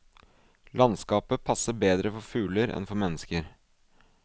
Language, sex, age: Norwegian, male, 24